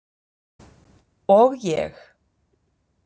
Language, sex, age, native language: Icelandic, female, 50-59, Icelandic